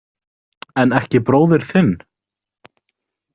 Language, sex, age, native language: Icelandic, male, 18-19, Icelandic